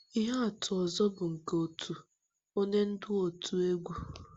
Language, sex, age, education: Igbo, female, 15-29, tertiary